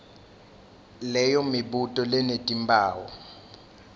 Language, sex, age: Swati, male, 19